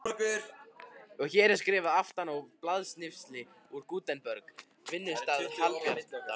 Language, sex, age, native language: Icelandic, male, 50-59, Icelandic